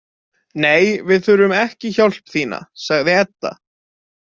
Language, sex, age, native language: Icelandic, male, 20-29, Icelandic